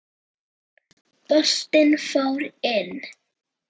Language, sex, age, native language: Icelandic, male, 9, Icelandic